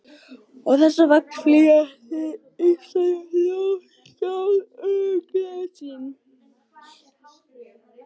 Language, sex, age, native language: Icelandic, male, 12, Icelandic